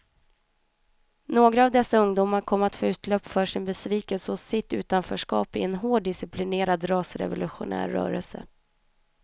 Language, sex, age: Swedish, female, 31